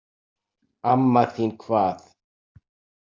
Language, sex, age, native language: Icelandic, male, 60-69, Icelandic